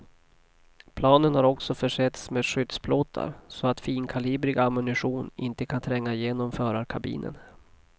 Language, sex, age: Swedish, male, 40